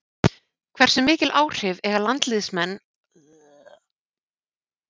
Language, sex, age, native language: Icelandic, female, 40-49, Icelandic